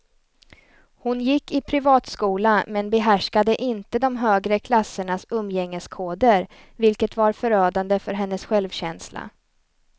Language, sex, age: Swedish, female, 29